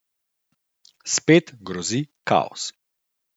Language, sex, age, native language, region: Slovenian, male, 30-49, Slovenian, Central Slovenia